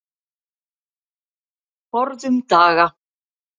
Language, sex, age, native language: Icelandic, female, 50-59, Icelandic